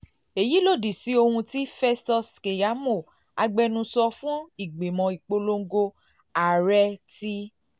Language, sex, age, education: Yoruba, female, 30-45, tertiary